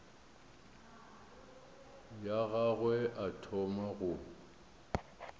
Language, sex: Northern Sotho, male